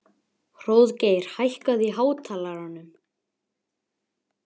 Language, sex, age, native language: Icelandic, male, 11, Icelandic